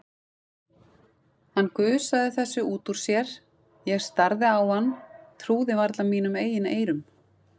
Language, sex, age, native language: Icelandic, female, 40-49, Icelandic